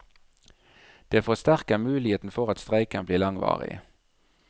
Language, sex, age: Norwegian, male, 37